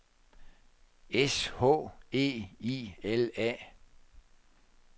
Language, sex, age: Danish, male, 64